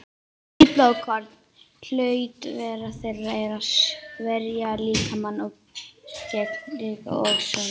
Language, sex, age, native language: Icelandic, female, 18-19, Icelandic